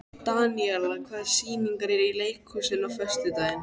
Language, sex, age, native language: Icelandic, female, 13, Icelandic